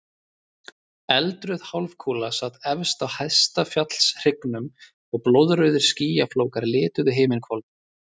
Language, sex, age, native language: Icelandic, male, 30-39, Icelandic